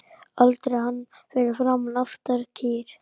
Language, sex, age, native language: Icelandic, male, 10, Icelandic